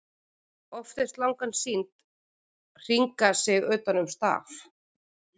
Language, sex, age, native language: Icelandic, female, 40-49, Icelandic